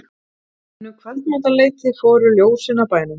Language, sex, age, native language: Icelandic, female, 30-39, Icelandic